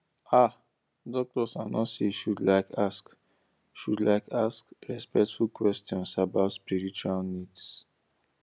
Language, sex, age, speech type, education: Nigerian Pidgin, male, 15-29, spontaneous, tertiary